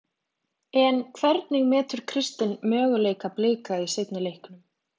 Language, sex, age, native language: Icelandic, female, 20-29, Icelandic